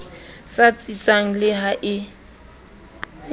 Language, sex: Southern Sotho, female